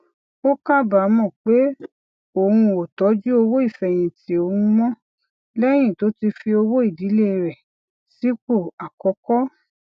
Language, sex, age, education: Yoruba, female, 46-60, tertiary